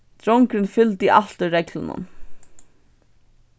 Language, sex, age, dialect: Faroese, female, 15-35, Vágar